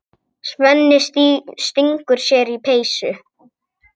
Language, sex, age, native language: Icelandic, male, 8, Icelandic